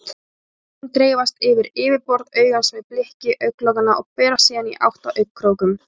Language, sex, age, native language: Icelandic, female, 20-29, Icelandic